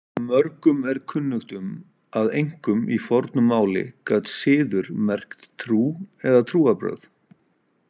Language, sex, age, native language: Icelandic, male, 40-49, Icelandic